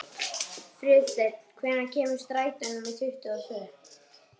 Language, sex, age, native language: Icelandic, female, 30-39, Icelandic